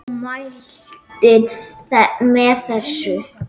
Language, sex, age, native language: Icelandic, male, 9, Icelandic